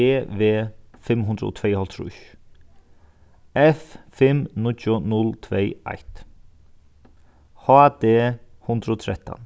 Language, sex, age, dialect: Faroese, male, 36-60, Sandoy